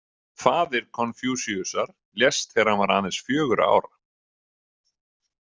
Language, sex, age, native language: Icelandic, male, 30-39, Icelandic